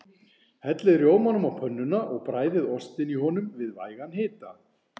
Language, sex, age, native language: Icelandic, male, 40-49, Icelandic